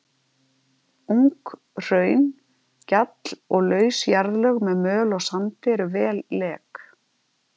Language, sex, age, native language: Icelandic, female, 50-59, Icelandic